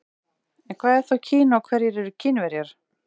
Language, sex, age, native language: Icelandic, female, 40-49, Icelandic